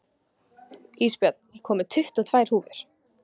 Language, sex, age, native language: Icelandic, female, 15, Icelandic